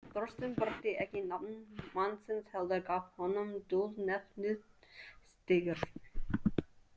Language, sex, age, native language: Icelandic, female, 20-29, English